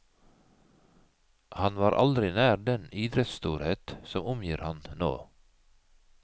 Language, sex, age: Norwegian, male, 51